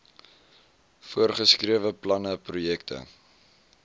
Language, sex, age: Afrikaans, male, 20